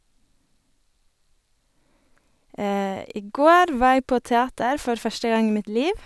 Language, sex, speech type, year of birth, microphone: Norwegian, female, spontaneous, 1989, Sennheiser